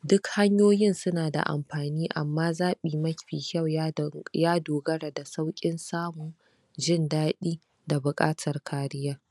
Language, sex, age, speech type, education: Hausa, female, 46-60, spontaneous, tertiary